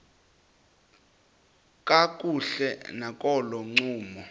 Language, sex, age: Xhosa, male, 26